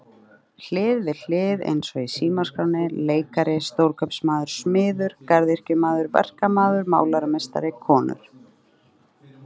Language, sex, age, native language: Icelandic, female, 30-39, Icelandic